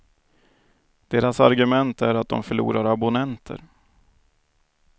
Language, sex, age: Swedish, male, 28